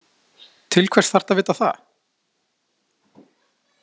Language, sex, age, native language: Icelandic, male, 40-49, Icelandic